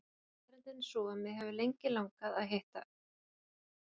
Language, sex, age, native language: Icelandic, female, 40-49, Icelandic